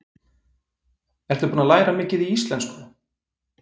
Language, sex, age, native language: Icelandic, male, 40-49, Icelandic